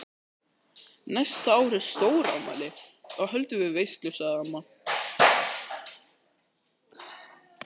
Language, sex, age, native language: Icelandic, male, 13, Icelandic